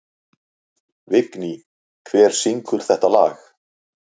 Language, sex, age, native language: Icelandic, male, 40-49, Icelandic